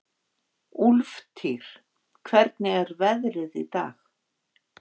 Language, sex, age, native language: Icelandic, female, 50-59, Icelandic